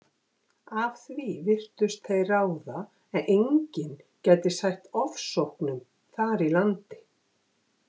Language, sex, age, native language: Icelandic, female, 50-59, Icelandic